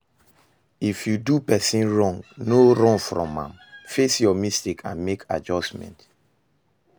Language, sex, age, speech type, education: Nigerian Pidgin, male, 30-45, read, secondary